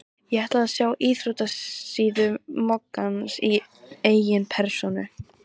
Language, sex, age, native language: Icelandic, female, 13, Icelandic